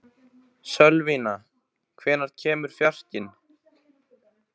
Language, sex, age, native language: Icelandic, male, 15, Icelandic